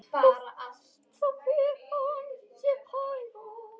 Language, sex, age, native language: Icelandic, female, 10, Icelandic